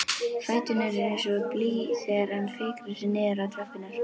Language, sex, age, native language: Icelandic, other, 11, Icelandic